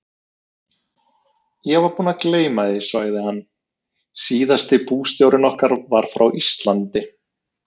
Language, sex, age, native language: Icelandic, male, 30-39, Icelandic